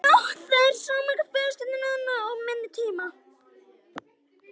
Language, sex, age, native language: Icelandic, female, 50-59, Icelandic